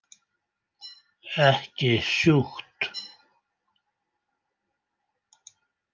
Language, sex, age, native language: Icelandic, male, 80-89, Icelandic